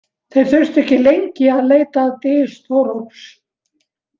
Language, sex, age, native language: Icelandic, female, 70-79, Icelandic